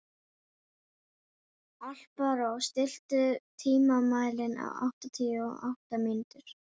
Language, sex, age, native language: Icelandic, female, 11, Icelandic